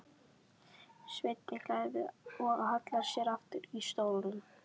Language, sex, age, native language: Icelandic, female, 11, Icelandic